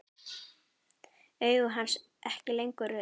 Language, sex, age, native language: Icelandic, female, 10, Icelandic